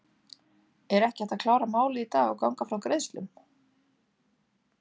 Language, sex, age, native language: Icelandic, female, 30-39, Icelandic